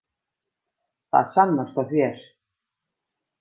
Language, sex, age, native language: Icelandic, female, 50-59, Icelandic